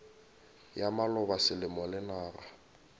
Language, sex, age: Northern Sotho, male, 22